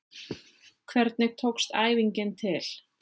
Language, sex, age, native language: Icelandic, female, 7, Icelandic